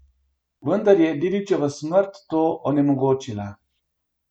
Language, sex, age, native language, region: Slovenian, male, 50-59, Slovenian, Gorenjska region